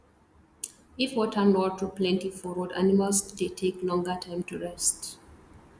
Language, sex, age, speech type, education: Nigerian Pidgin, female, 30-45, spontaneous, tertiary